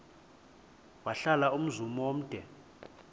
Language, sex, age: Xhosa, male, 20